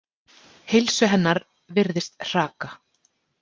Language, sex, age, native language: Icelandic, female, 40-49, Icelandic